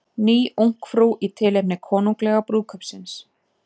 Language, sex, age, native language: Icelandic, female, 30-39, Icelandic